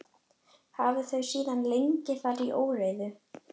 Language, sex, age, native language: Icelandic, female, 11, Icelandic